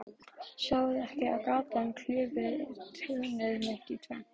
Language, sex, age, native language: Icelandic, female, 12, Icelandic